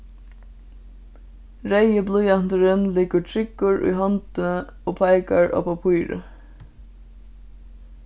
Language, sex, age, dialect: Faroese, female, 15-35, Suðurstreymoy